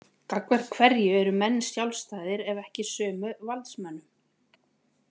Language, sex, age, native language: Icelandic, female, 40-49, Icelandic